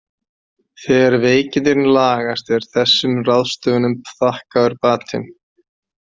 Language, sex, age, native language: Icelandic, male, 40-49, Icelandic